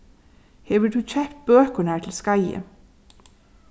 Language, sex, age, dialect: Faroese, female, 36-60, Suðurstreymoy